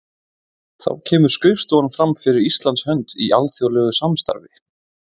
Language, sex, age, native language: Icelandic, male, 20-29, Icelandic